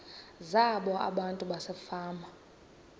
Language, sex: Xhosa, female